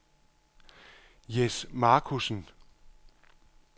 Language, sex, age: Danish, male, 51